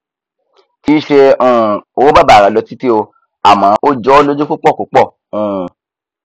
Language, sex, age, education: Yoruba, female, 15-29, tertiary